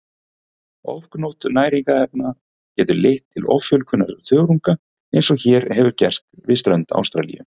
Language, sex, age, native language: Icelandic, male, 40-49, Icelandic